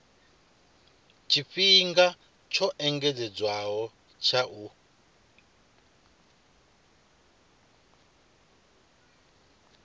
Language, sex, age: Venda, male, 25